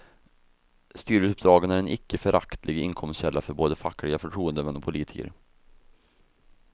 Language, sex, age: Swedish, male, 24